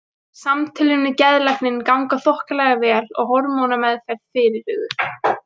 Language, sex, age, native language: Icelandic, female, 18-19, Icelandic